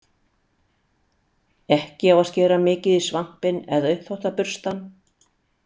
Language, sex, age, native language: Icelandic, female, 60-69, Icelandic